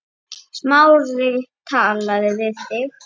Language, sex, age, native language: Icelandic, female, 9, Icelandic